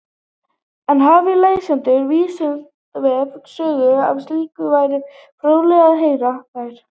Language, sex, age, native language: Icelandic, female, 18-19, Icelandic